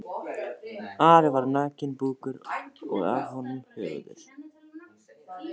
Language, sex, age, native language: Icelandic, male, 13, Icelandic